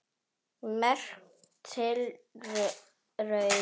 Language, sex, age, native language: Icelandic, female, 10, Icelandic